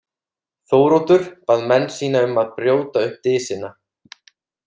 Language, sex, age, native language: Icelandic, male, 30-39, Icelandic